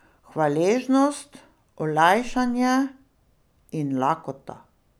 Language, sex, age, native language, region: Slovenian, female, 60+, Slovenian, Pomurje region